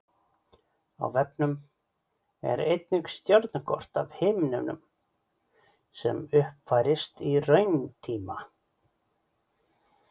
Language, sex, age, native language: Icelandic, male, 40-49, Icelandic